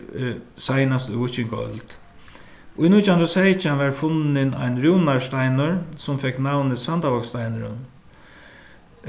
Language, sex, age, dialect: Faroese, male, 61+, Suðuroy